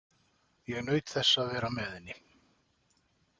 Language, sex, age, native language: Icelandic, male, 40-49, Icelandic